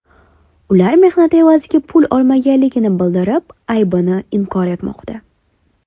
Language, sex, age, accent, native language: Uzbek, female, 19-29, Toshkent shahri, Uzbek